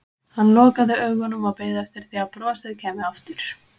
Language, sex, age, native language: Icelandic, female, 20-29, Icelandic